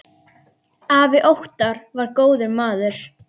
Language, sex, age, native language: Icelandic, female, 10, Icelandic